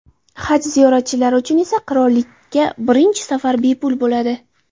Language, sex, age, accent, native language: Uzbek, female, 18-24, Xorazm, Uzbek